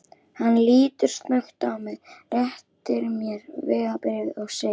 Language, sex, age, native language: Icelandic, female, 11, Icelandic